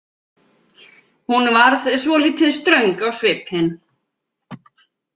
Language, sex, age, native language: Icelandic, female, 50-59, Icelandic